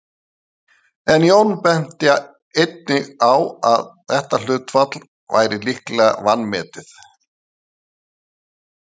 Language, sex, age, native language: Icelandic, male, 50-59, Icelandic